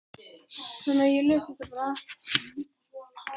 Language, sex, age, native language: Icelandic, female, 12, Icelandic